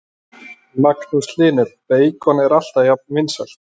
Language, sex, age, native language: Icelandic, male, 30-39, Icelandic